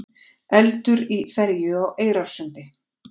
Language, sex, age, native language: Icelandic, female, 40-49, Icelandic